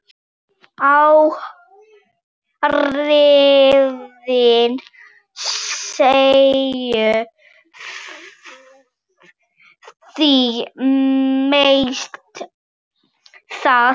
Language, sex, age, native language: Icelandic, female, 7, Icelandic